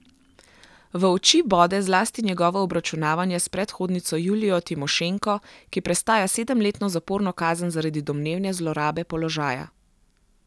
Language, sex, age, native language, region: Slovenian, female, 18-29, Slovenian, Gorenjska region